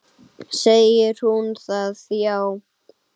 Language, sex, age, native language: Icelandic, male, 9, Icelandic